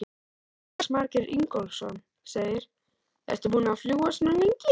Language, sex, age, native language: Icelandic, male, 13, Icelandic